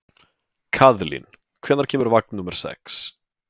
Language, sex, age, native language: Icelandic, male, 20-29, Icelandic